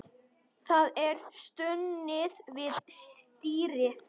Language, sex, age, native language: Icelandic, male, 10, Icelandic